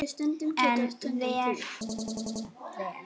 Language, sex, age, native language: Icelandic, female, 8, Icelandic